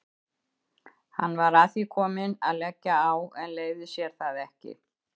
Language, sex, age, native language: Icelandic, female, 70-79, Icelandic